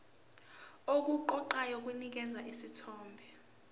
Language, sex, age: Zulu, female, 18